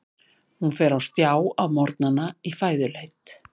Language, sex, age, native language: Icelandic, female, 50-59, Icelandic